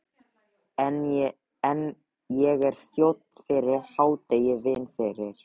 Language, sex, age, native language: Icelandic, male, 13, Icelandic